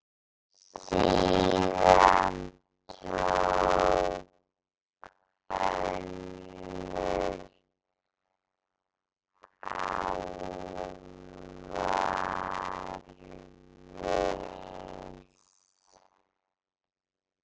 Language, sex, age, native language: Icelandic, female, 8, Icelandic